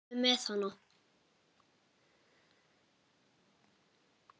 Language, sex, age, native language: Icelandic, male, 7, Icelandic